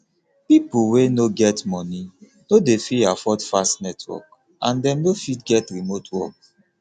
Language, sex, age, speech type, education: Nigerian Pidgin, male, 30-45, spontaneous, tertiary